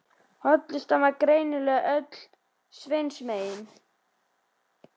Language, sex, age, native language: Icelandic, male, 11, Icelandic